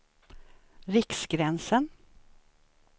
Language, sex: Swedish, female